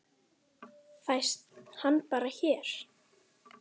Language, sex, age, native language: Icelandic, female, 10, Icelandic